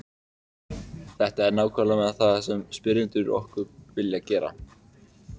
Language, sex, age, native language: Icelandic, male, 18-19, Icelandic